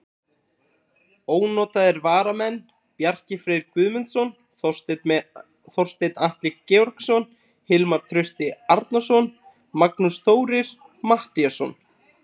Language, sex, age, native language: Icelandic, male, 20-29, Icelandic